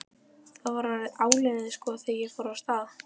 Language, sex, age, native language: Icelandic, female, 13, Icelandic